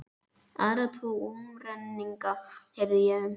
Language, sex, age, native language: Icelandic, female, 11, Icelandic